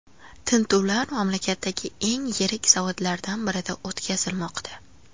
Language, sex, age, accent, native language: Uzbek, female, 18-24, Andijon, Uzbek